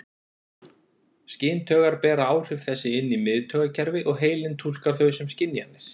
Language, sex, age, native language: Icelandic, male, 40-49, Icelandic